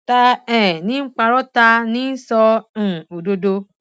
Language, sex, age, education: Yoruba, female, 30-45, tertiary